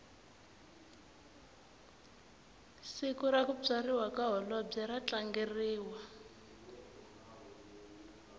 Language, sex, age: Tsonga, female, 24